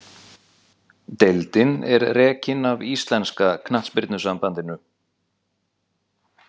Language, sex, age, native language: Icelandic, male, 40-49, Icelandic